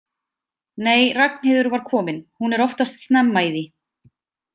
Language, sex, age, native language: Icelandic, female, 20-29, Icelandic